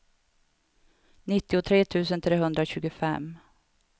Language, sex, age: Swedish, female, 52